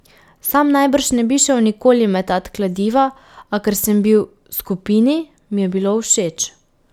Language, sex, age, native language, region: Slovenian, female, 18-29, Slovenian, Pomurje region